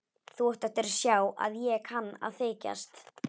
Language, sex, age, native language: Icelandic, female, 11, Icelandic